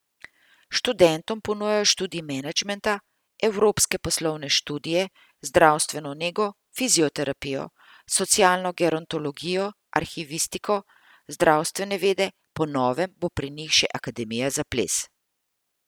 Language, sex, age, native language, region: Slovenian, female, 50-59, Slovenian, Central Slovenia